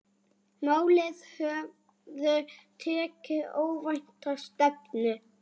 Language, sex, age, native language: Icelandic, male, 8, Icelandic